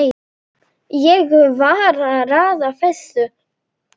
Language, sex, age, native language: Icelandic, male, 9, Icelandic